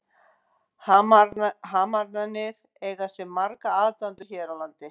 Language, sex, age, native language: Icelandic, female, 50-59, Icelandic